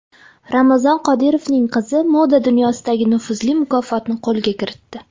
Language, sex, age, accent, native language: Uzbek, female, 19-29, Farg'ona, Uzbek